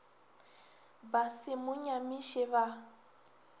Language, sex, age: Northern Sotho, female, 21